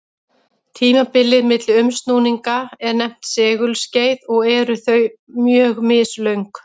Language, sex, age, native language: Icelandic, female, 30-39, Icelandic